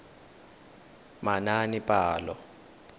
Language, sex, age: Tswana, male, 19